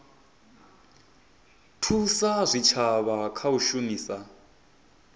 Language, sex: Venda, male